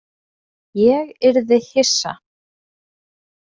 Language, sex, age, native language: Icelandic, female, 20-29, Icelandic